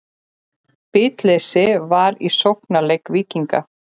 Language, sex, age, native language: Icelandic, female, 40-49, Icelandic